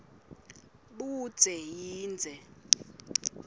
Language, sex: Swati, female